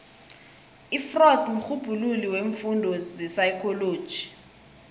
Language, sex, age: South Ndebele, female, 21